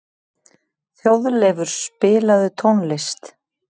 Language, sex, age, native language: Icelandic, female, 40-49, Icelandic